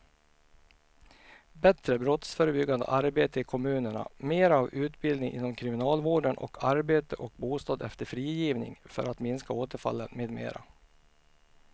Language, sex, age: Swedish, male, 49